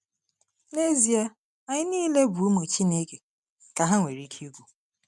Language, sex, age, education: Igbo, female, 30-45, tertiary